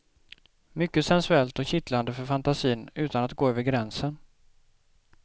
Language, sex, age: Swedish, male, 28